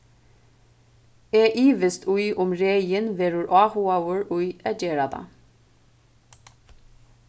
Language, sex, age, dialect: Faroese, female, 15-35, Suðurstreymoy